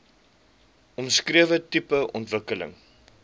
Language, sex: Afrikaans, male